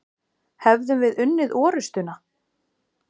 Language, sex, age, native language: Icelandic, female, 40-49, Icelandic